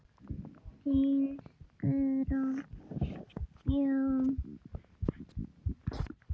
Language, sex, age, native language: Icelandic, female, 10, Icelandic